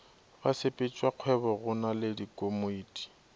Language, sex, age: Northern Sotho, male, 24